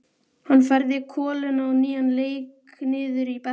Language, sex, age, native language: Icelandic, male, 12, Icelandic